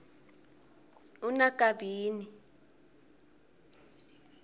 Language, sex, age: South Ndebele, female, 22